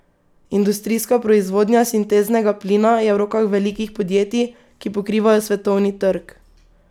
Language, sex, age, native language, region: Slovenian, female, 18-29, Slovenian, Pomurje region